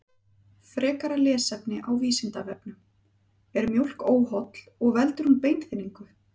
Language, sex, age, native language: Icelandic, female, 30-39, Icelandic